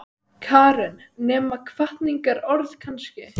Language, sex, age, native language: Icelandic, female, 12, Icelandic